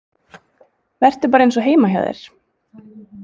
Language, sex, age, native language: Icelandic, female, 20-29, Icelandic